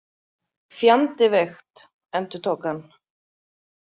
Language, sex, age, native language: Icelandic, female, 30-39, Icelandic